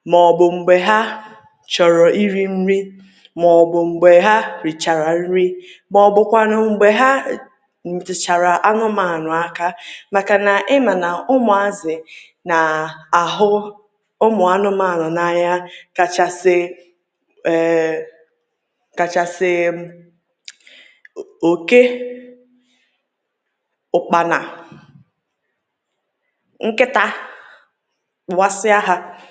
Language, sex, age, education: Igbo, female, 30-45, tertiary